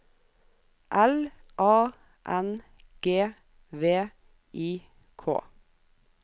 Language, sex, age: Norwegian, female, 37